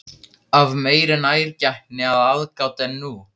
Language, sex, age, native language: Icelandic, male, 15, Icelandic